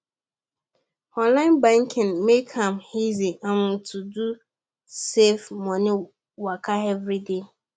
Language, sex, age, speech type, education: Nigerian Pidgin, female, 15-29, spontaneous, secondary